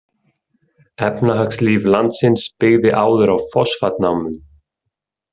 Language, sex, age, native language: Icelandic, male, 30-39, Icelandic